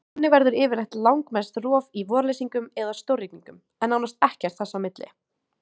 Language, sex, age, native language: Icelandic, female, 18-19, Icelandic